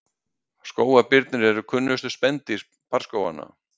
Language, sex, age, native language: Icelandic, male, 60-69, Icelandic